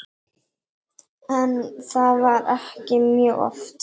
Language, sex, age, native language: Icelandic, female, 18-19, Icelandic